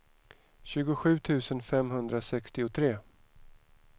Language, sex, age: Swedish, male, 41